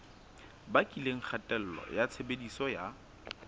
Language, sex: Southern Sotho, female